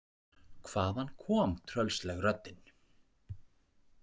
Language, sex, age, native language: Icelandic, male, 40-49, Icelandic